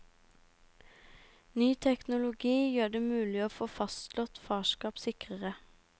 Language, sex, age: Norwegian, female, 18